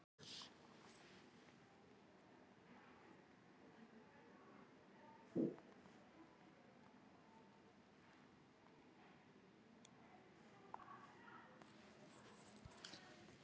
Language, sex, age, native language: Icelandic, female, 40-49, Icelandic